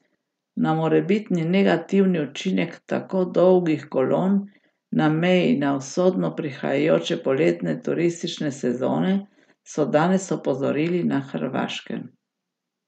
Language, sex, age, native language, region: Slovenian, female, 60+, Slovenian, Gorica region